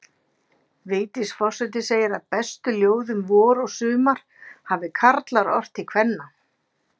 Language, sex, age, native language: Icelandic, female, 50-59, Icelandic